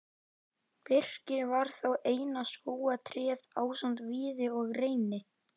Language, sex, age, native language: Icelandic, male, 11, Icelandic